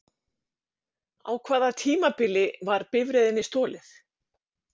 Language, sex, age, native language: Icelandic, female, 50-59, Icelandic